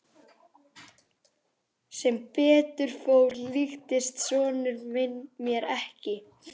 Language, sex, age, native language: Icelandic, male, 11, Icelandic